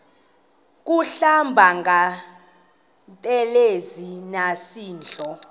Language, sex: Xhosa, female